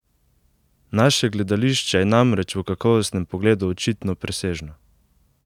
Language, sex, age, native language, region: Slovenian, male, 18-29, Slovenian, Savinja region